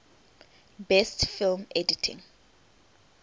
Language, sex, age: English, female, 18